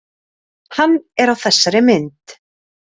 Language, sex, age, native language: Icelandic, female, 30-39, Icelandic